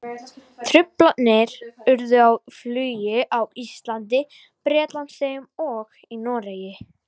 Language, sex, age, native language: Icelandic, female, 60-69, Icelandic